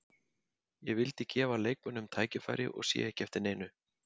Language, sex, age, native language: Icelandic, male, 50-59, Icelandic